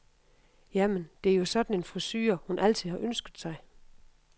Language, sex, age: Danish, female, 52